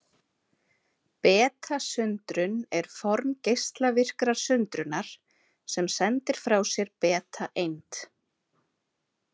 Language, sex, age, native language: Icelandic, female, 30-39, Icelandic